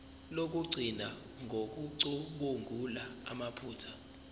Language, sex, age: Zulu, male, 23